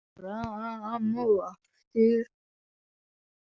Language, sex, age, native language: Icelandic, female, 40-49, Icelandic